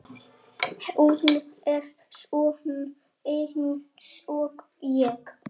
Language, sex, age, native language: Icelandic, male, 7, Icelandic